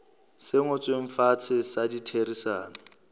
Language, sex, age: Southern Sotho, male, 26